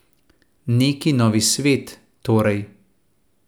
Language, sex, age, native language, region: Slovenian, male, 30-49, Slovenian, Central Slovenia